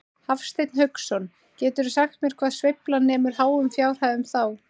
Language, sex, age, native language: Icelandic, female, 30-39, Icelandic